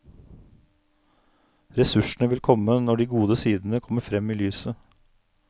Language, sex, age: Norwegian, male, 49